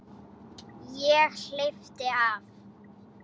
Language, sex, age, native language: Icelandic, female, 8, Icelandic